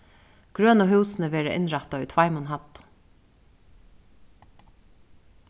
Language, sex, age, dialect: Faroese, female, 36-60, Suðuroy